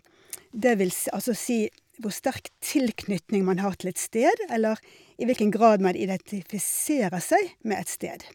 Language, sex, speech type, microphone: Norwegian, female, spontaneous, Shure